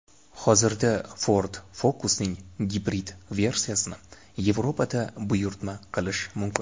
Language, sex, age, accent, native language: Uzbek, male, 18-24, Toshkent shahri, Uzbek